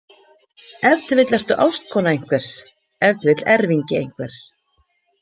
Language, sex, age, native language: Icelandic, female, 50-59, Icelandic